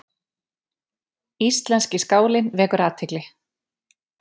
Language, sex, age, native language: Icelandic, female, 30-39, Icelandic